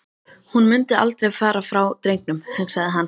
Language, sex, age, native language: Icelandic, female, 13, Icelandic